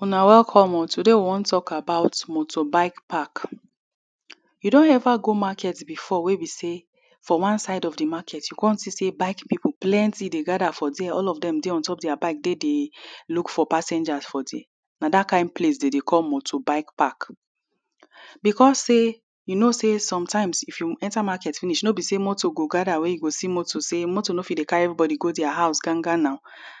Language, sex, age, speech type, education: Nigerian Pidgin, female, 30-45, spontaneous, tertiary